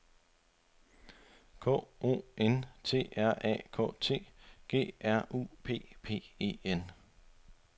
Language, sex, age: Danish, male, 25